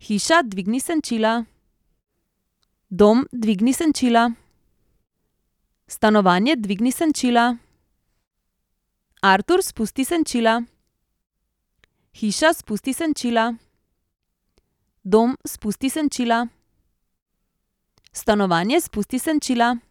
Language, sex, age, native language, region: Slovenian, female, 30-49, Slovenian, Central Slovenia